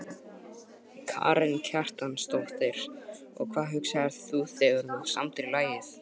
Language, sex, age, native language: Icelandic, male, 12, Icelandic